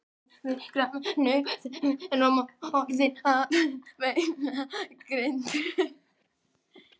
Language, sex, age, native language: Icelandic, female, 13, Icelandic